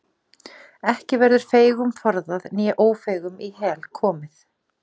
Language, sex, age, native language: Icelandic, female, 40-49, Icelandic